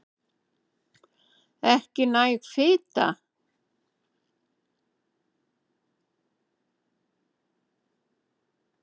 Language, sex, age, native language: Icelandic, female, 70-79, Icelandic